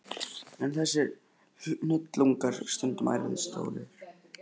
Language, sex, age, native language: Icelandic, male, 11, Icelandic